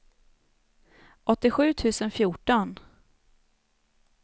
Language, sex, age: Swedish, female, 29